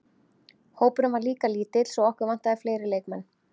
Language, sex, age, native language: Icelandic, female, 30-39, Icelandic